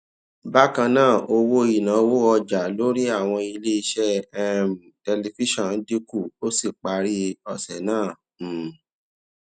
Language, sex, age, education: Yoruba, male, 30-45, tertiary